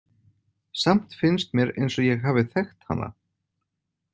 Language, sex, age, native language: Icelandic, male, 40-49, Icelandic